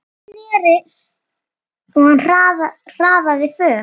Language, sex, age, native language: Icelandic, female, 8, Icelandic